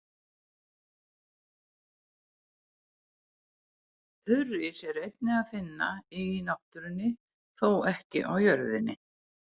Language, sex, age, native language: Icelandic, female, 80-89, Icelandic